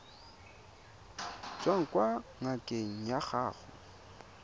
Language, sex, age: Tswana, male, 22